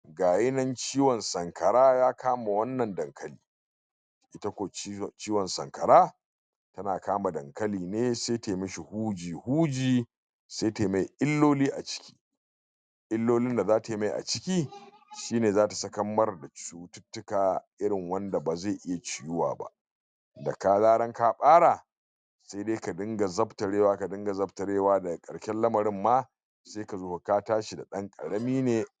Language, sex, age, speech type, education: Hausa, male, 46-60, spontaneous, tertiary